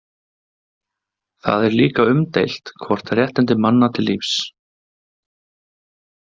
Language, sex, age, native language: Icelandic, male, 20-29, Icelandic